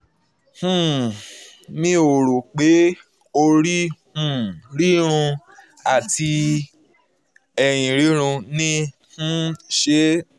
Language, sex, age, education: Yoruba, male, 15-29, tertiary